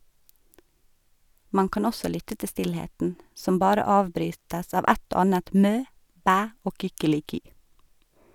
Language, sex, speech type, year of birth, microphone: Norwegian, female, read, 1985, Sennheiser